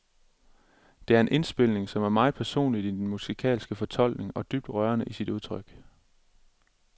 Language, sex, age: Danish, male, 27